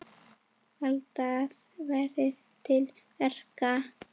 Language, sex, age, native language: Icelandic, female, 10, Icelandic